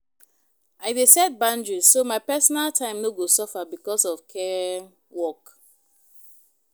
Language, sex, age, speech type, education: Nigerian Pidgin, female, 15-29, spontaneous, tertiary